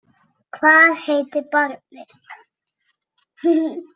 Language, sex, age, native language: Icelandic, male, 20-29, Icelandic